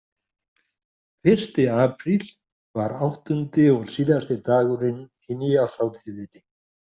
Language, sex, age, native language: Icelandic, male, 60-69, Icelandic